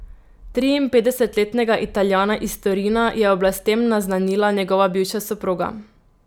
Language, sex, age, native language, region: Slovenian, female, 18-29, Slovenian, Drava region